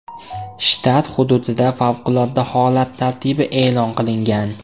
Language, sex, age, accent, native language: Uzbek, male, 18-24, Andijon, Uzbek